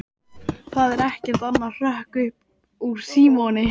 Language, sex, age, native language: Icelandic, male, 12, Icelandic